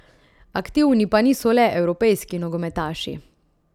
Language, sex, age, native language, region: Slovenian, female, 30-49, Slovenian, Central Slovenia